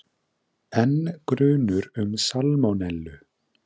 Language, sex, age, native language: Icelandic, male, 20-29, Icelandic